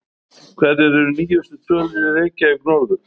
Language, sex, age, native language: Icelandic, male, 50-59, Icelandic